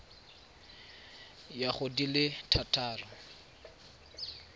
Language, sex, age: Tswana, male, 22